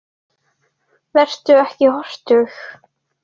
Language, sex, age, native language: Icelandic, other, 18-19, Icelandic